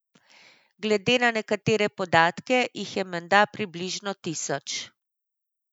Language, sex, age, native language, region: Slovenian, female, 50-59, Slovenian, Central Slovenia